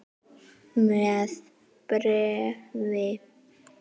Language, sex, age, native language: Icelandic, female, 7, Icelandic